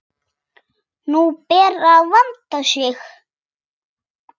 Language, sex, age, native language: Icelandic, female, 6, Icelandic